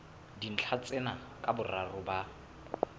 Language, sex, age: Southern Sotho, male, 22